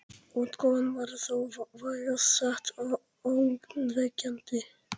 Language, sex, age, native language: Icelandic, male, 11, Polish